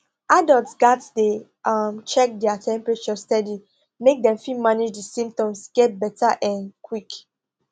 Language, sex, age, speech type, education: Nigerian Pidgin, female, 15-29, spontaneous, tertiary